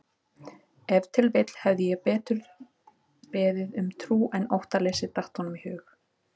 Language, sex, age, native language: Icelandic, female, 30-39, Icelandic